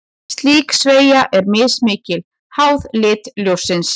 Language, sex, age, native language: Icelandic, female, 30-39, Icelandic